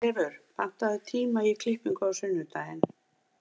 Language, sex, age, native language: Icelandic, female, 50-59, Icelandic